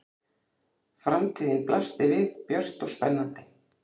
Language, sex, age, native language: Icelandic, female, 40-49, Icelandic